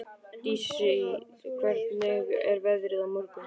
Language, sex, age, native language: Icelandic, male, 12, Icelandic